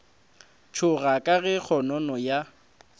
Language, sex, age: Northern Sotho, male, 20